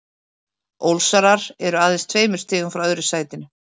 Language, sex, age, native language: Icelandic, female, 30-39, Icelandic